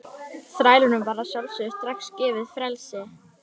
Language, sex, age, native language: Icelandic, female, 11, Icelandic